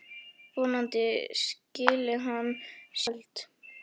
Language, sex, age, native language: Icelandic, female, 11, Icelandic